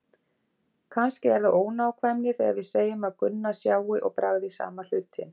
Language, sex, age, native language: Icelandic, female, 50-59, Icelandic